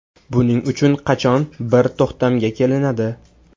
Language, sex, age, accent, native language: Uzbek, male, 18-24, Farg'ona, Uzbek